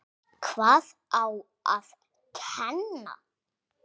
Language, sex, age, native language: Icelandic, male, 6, Icelandic